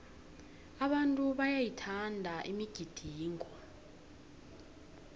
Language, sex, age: South Ndebele, female, 18